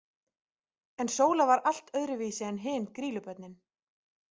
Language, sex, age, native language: Icelandic, female, 30-39, Icelandic